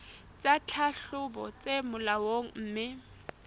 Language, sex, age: Southern Sotho, female, 20